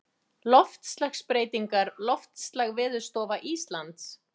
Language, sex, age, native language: Icelandic, female, 50-59, Icelandic